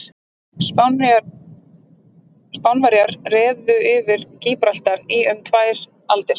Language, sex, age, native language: Icelandic, female, 30-39, Icelandic